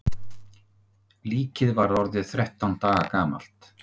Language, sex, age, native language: Icelandic, male, 50-59, Icelandic